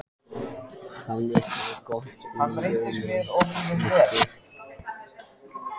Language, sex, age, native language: Icelandic, male, 14, Icelandic